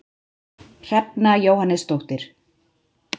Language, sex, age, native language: Icelandic, female, 30-39, Icelandic